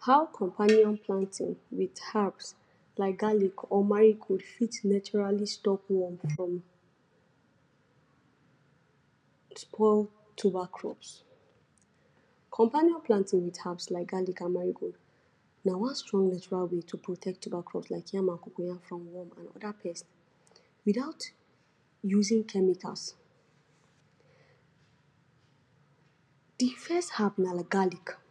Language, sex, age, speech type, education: Nigerian Pidgin, female, 46-60, spontaneous, tertiary